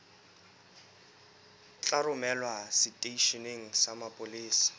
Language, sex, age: Southern Sotho, male, 23